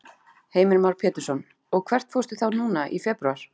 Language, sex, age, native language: Icelandic, female, 40-49, Icelandic